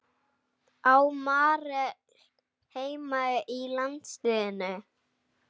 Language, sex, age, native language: Icelandic, female, 11, Icelandic